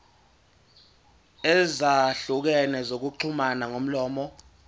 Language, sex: Zulu, male